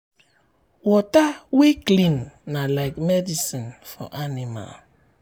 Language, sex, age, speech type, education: Nigerian Pidgin, male, 30-45, spontaneous, tertiary